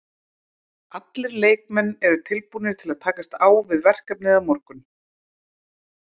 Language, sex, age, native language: Icelandic, female, 30-39, Icelandic